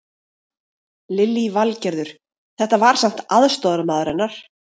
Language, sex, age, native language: Icelandic, female, 30-39, Icelandic